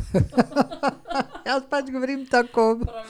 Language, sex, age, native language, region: Slovenian, female, 60+, Slovenian, Drava region